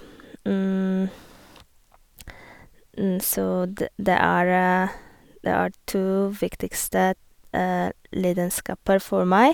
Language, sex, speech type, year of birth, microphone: Norwegian, female, spontaneous, 1987, Sennheiser